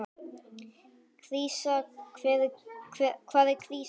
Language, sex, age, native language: Icelandic, male, 9, Icelandic